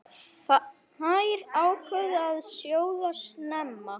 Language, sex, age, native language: Icelandic, male, 9, Icelandic